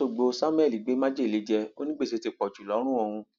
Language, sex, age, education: Yoruba, male, 46-60, tertiary